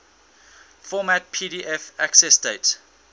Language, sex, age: English, male, 19